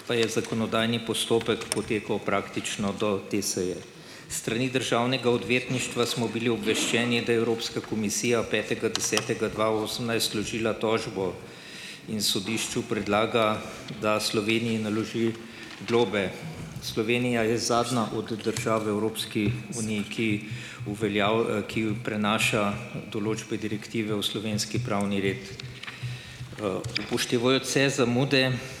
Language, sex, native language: Slovenian, male, Slovenian